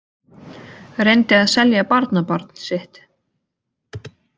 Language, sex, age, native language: Icelandic, female, 20-29, Icelandic